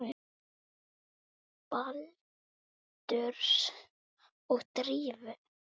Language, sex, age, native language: Icelandic, female, 9, Icelandic